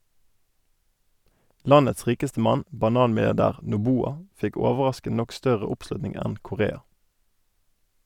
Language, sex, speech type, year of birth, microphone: Norwegian, male, read, 1988, Sennheiser